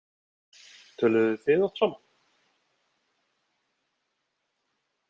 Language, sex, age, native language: Icelandic, male, 30-39, Icelandic